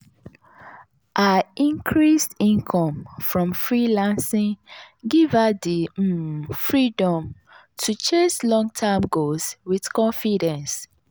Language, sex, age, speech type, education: Nigerian Pidgin, female, 30-45, spontaneous, tertiary